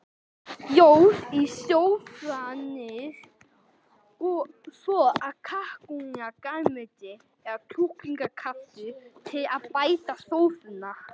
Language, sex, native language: Icelandic, other, Icelandic